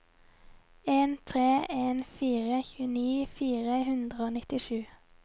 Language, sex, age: Norwegian, female, 22